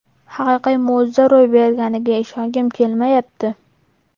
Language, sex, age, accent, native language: Uzbek, male, 12-17, Farg'ona, Uzbek